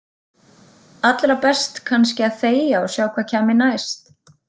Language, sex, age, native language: Icelandic, female, 30-39, Icelandic